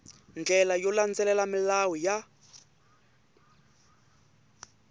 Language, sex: Tsonga, male